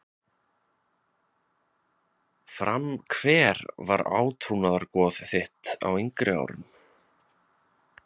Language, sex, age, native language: Icelandic, male, 20-29, Icelandic